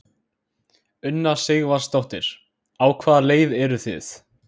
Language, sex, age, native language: Icelandic, male, 16, Icelandic